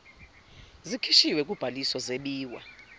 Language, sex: Zulu, female